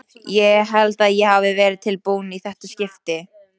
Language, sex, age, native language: Icelandic, female, 18-19, Polish